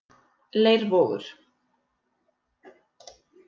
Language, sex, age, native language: Icelandic, female, 30-39, Icelandic